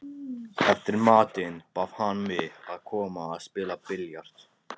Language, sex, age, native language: Icelandic, male, 14, Icelandic